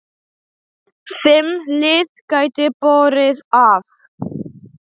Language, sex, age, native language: Icelandic, male, 8, Polish